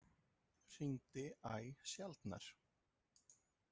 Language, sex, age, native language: Icelandic, male, 30-39, Icelandic